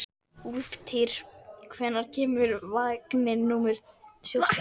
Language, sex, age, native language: Icelandic, female, 11, Icelandic